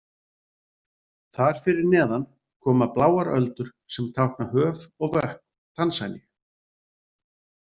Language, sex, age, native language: Icelandic, male, 40-49, Icelandic